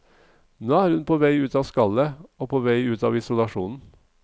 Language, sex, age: Norwegian, male, 45